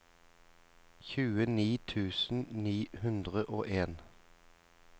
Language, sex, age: Norwegian, male, 34